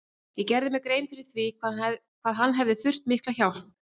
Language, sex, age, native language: Icelandic, female, 30-39, Icelandic